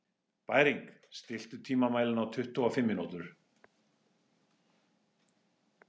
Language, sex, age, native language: Icelandic, male, 50-59, English